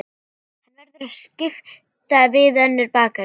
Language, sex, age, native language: Icelandic, female, 11, Icelandic